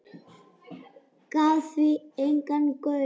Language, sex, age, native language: Icelandic, female, 8, Icelandic